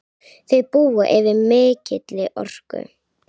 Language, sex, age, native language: Icelandic, female, 9, Icelandic